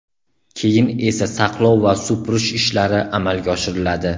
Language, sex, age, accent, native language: Uzbek, male, 18-24, Andijon, Uzbek